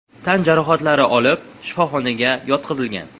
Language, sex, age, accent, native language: Uzbek, male, 18-24, Toshkent viloyati, Uzbek